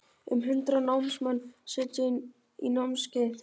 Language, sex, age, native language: Icelandic, female, 50-59, Icelandic